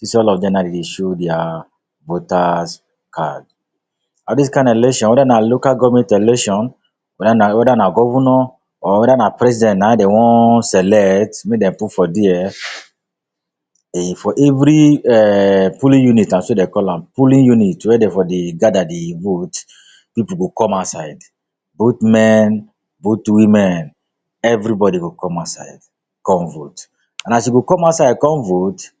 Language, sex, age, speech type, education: Nigerian Pidgin, male, 46-60, spontaneous, tertiary